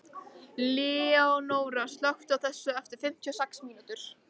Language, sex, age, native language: Icelandic, female, 13, Icelandic